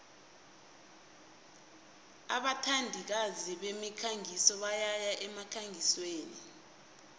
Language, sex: South Ndebele, female